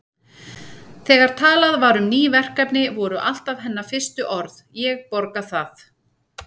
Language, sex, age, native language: Icelandic, female, 40-49, Icelandic